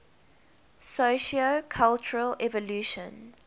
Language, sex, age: English, female, 21